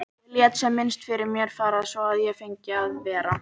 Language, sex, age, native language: Icelandic, female, 18-19, Icelandic